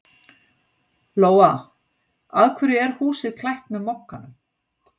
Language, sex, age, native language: Icelandic, female, 60-69, Icelandic